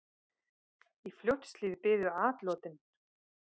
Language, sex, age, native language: Icelandic, female, 30-39, Icelandic